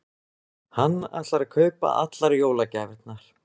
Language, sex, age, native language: Icelandic, male, 20-29, Icelandic